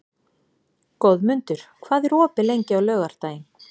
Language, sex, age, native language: Icelandic, female, 40-49, Icelandic